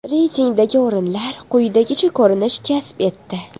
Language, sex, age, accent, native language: Uzbek, female, 12-17, Toshkent shahri, Uzbek